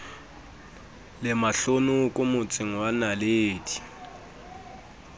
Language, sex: Southern Sotho, male